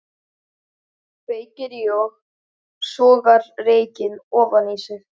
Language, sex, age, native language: Icelandic, male, 11, Icelandic